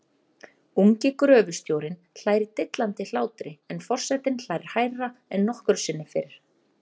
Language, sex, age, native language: Icelandic, female, 30-39, Icelandic